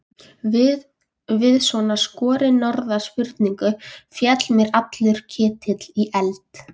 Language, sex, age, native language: Icelandic, female, 14, Icelandic